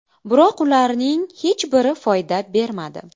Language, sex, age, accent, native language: Uzbek, female, 25-34, Qashqadaryo, Uzbek